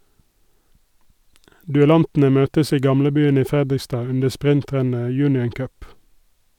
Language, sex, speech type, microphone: Norwegian, male, read, Sennheiser